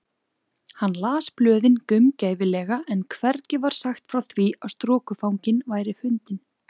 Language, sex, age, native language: Icelandic, female, 20-29, Icelandic